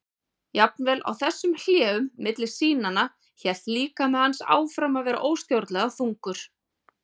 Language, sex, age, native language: Icelandic, female, 40-49, Icelandic